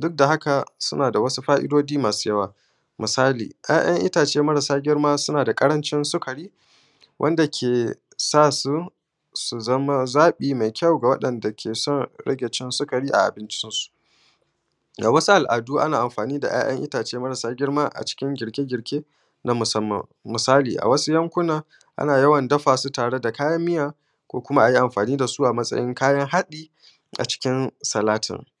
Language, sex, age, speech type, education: Hausa, male, 15-29, spontaneous, primary